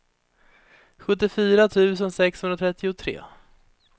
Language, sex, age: Swedish, female, 30